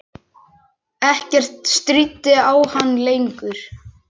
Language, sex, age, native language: Icelandic, male, 6, Icelandic